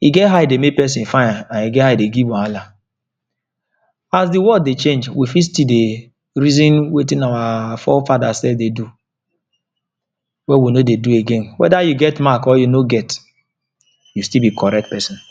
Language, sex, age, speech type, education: Nigerian Pidgin, male, 46-60, spontaneous, tertiary